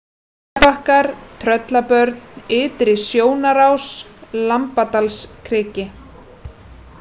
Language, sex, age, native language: Icelandic, female, 30-39, Icelandic